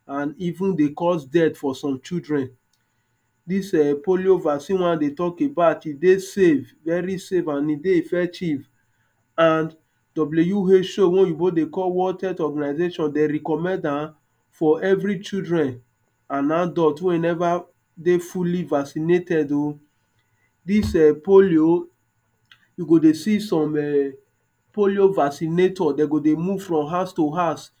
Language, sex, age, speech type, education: Nigerian Pidgin, male, 30-45, spontaneous, tertiary